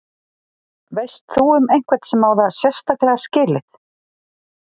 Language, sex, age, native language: Icelandic, female, 40-49, Icelandic